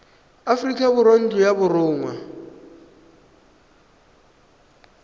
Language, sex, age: Tswana, male, 20